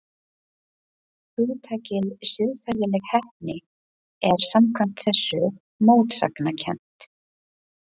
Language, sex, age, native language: Icelandic, female, 20-29, Icelandic